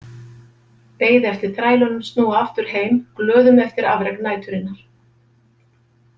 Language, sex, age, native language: Icelandic, female, 50-59, Icelandic